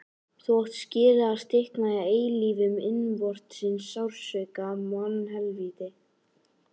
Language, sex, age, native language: Icelandic, male, 11, Icelandic